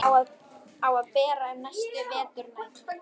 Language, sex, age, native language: Icelandic, female, 11, Icelandic